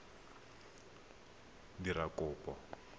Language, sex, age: Tswana, male, 23